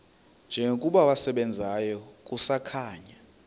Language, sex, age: Xhosa, male, 33